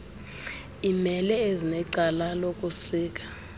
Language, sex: Xhosa, female